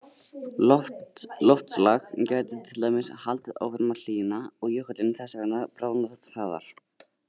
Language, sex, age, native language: Icelandic, male, 80-89, Icelandic